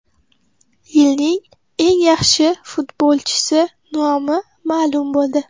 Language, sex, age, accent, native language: Uzbek, female, 12-17, Qoraqalpog'iston, Uzbek